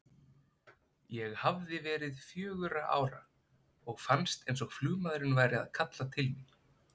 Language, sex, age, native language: Icelandic, male, 20-29, Icelandic